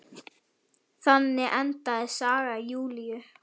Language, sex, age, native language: Icelandic, female, 10, Icelandic